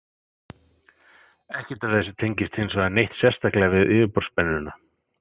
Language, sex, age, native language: Icelandic, male, 40-49, Icelandic